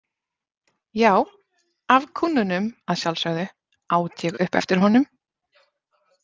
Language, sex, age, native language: Icelandic, female, 30-39, Icelandic